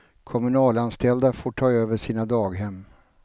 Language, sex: Swedish, male